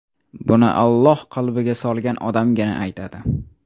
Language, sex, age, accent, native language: Uzbek, male, 18-24, Toshkent shahri, Uzbek